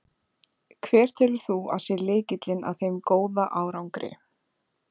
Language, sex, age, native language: Icelandic, female, 20-29, Icelandic